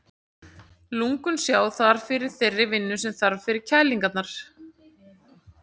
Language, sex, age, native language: Icelandic, female, 40-49, Icelandic